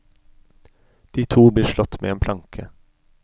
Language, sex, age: Norwegian, male, 33